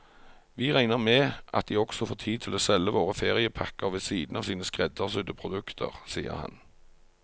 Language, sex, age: Norwegian, male, 45